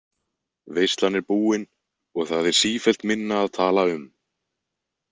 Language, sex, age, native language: Icelandic, male, 20-29, Icelandic